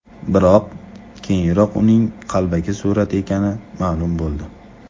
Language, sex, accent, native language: Uzbek, male, Toshkent shahri, Uzbek